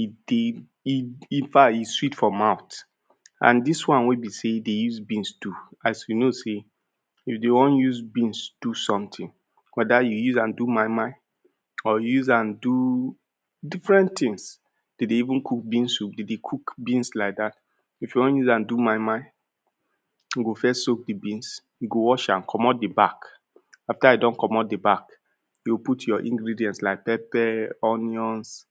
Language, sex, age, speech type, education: Nigerian Pidgin, male, 30-45, spontaneous, tertiary